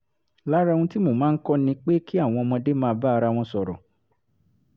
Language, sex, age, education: Yoruba, male, 30-45, tertiary